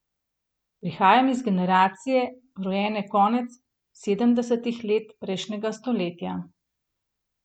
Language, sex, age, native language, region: Slovenian, female, 30-49, Slovenian, Gorenjska region